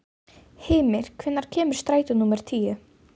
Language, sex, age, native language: Icelandic, female, 12, Icelandic